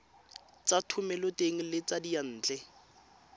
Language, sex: Tswana, female